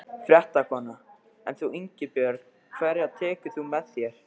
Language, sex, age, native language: Icelandic, male, 13, Icelandic